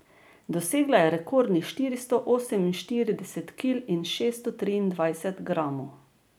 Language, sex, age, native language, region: Slovenian, female, 50-59, Slovenian, Drava region